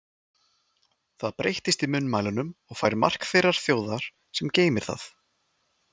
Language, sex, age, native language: Icelandic, male, 20-29, Icelandic